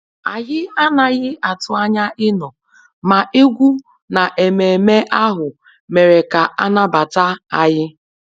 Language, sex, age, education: Igbo, female, 30-45, tertiary